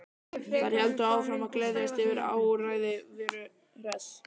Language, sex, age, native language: Icelandic, male, 12, Icelandic